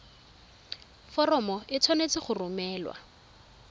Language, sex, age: Tswana, female, 23